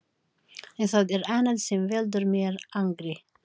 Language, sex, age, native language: Icelandic, female, 40-49, Filipino